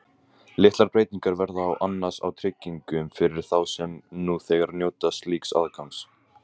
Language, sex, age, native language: Icelandic, male, 18-19, Icelandic